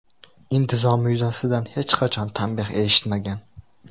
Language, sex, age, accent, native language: Uzbek, male, 18-24, Buxoro, Uzbek